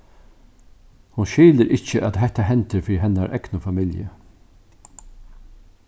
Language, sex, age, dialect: Faroese, male, 61+, Norðuroyggjar